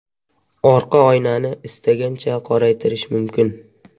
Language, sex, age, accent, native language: Uzbek, male, 12-17, Surxondaryo, Uzbek